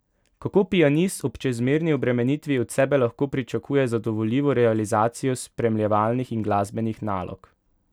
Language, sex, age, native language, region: Slovenian, male, 18-29, Slovenian, Pomurje region